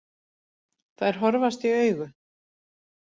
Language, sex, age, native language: Icelandic, female, 40-49, Icelandic